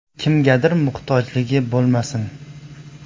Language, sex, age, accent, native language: Uzbek, male, 18-24, Farg'ona, Uzbek